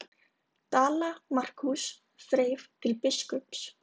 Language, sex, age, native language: Icelandic, female, 20-29, Icelandic